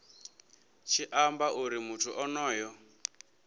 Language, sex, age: Venda, male, 27